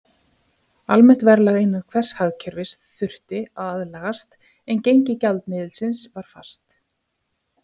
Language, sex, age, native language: Icelandic, female, 50-59, Icelandic